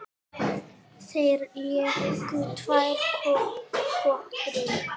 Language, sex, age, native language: Icelandic, female, 9, Icelandic